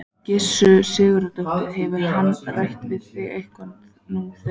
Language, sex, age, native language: Icelandic, female, 14, Icelandic